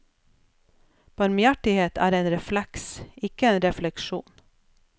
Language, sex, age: Norwegian, female, 47